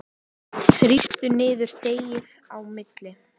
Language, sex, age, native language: Icelandic, male, 10, Icelandic